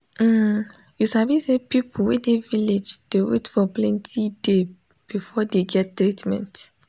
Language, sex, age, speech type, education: Nigerian Pidgin, female, 15-29, spontaneous, tertiary